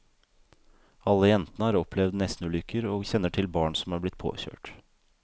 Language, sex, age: Norwegian, male, 32